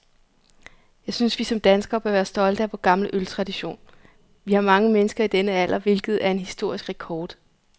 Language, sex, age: Danish, female, 34